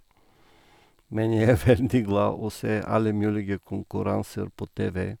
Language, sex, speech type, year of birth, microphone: Norwegian, male, spontaneous, 1958, Sennheiser